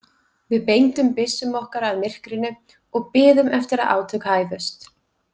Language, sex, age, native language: Icelandic, female, 20-29, Icelandic